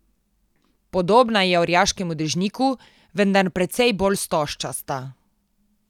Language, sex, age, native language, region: Slovenian, female, 18-29, Slovenian, Coastal Karst region